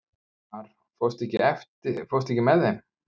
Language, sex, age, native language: Icelandic, male, 50-59, Icelandic